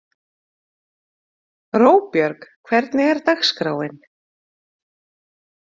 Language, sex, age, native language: Icelandic, female, 40-49, Icelandic